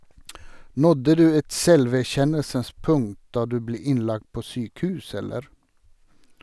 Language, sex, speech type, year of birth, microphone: Norwegian, male, read, 1952, Sennheiser